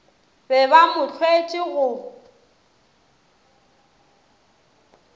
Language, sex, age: Northern Sotho, female, 27